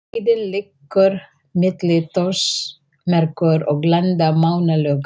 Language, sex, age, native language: Icelandic, female, 40-49, Icelandic